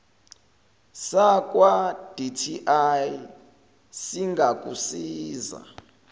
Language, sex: Zulu, male